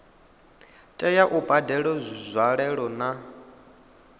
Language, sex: Venda, male